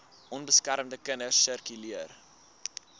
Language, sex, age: Afrikaans, male, 19